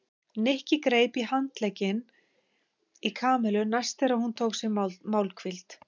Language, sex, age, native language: Icelandic, female, 50-59, Icelandic